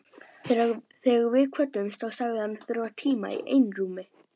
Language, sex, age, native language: Icelandic, male, 12, Icelandic